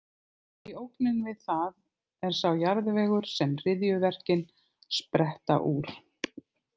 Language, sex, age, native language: Icelandic, other, 50-59, Icelandic